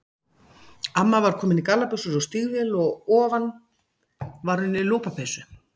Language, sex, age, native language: Icelandic, female, 40-49, Icelandic